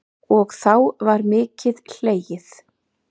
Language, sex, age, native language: Icelandic, male, 8, Icelandic